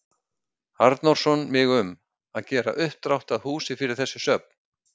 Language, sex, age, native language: Icelandic, male, 60-69, Icelandic